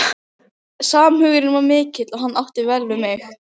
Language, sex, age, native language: Icelandic, female, 15, Icelandic